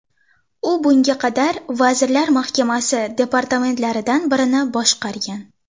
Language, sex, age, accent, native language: Uzbek, female, under 19, Toshkent shahri, Uzbek